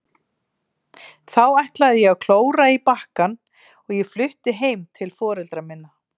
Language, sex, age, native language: Icelandic, female, 40-49, Icelandic